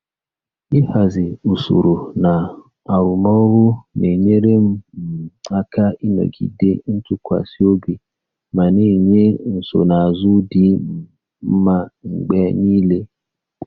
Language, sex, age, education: Igbo, male, 30-45, tertiary